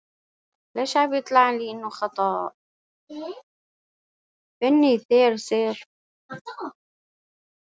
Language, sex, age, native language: Icelandic, female, 40-49, Icelandic